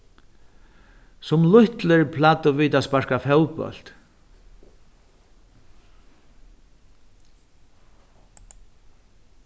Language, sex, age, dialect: Faroese, male, 61+, Norðuroyggjar